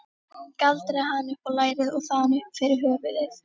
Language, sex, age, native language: Icelandic, female, 13, Icelandic